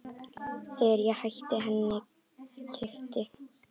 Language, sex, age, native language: Icelandic, female, 10, Icelandic